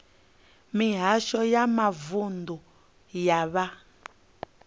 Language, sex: Venda, female